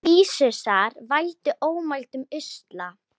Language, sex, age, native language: Icelandic, female, 10, Icelandic